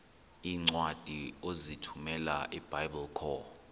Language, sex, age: Xhosa, male, 23